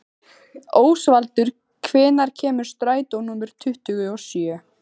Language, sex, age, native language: Icelandic, female, 15, Icelandic